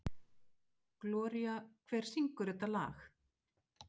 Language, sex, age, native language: Icelandic, female, 50-59, Icelandic